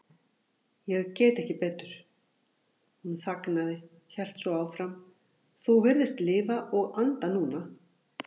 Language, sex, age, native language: Icelandic, female, 40-49, Icelandic